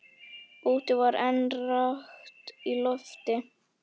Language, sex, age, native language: Icelandic, female, 11, Icelandic